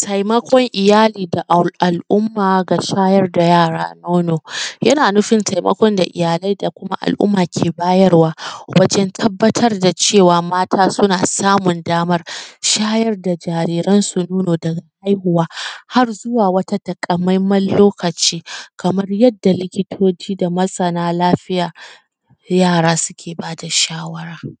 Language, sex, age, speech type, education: Hausa, female, 15-29, spontaneous, secondary